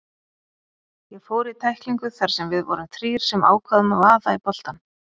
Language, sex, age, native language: Icelandic, female, 30-39, Icelandic